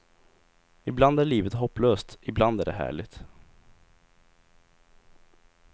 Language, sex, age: Swedish, male, 20